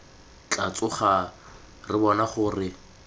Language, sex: Tswana, male